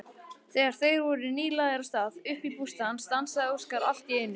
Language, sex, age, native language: Icelandic, male, 18-19, Icelandic